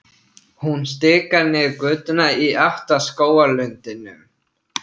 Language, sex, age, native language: Icelandic, male, 13, Icelandic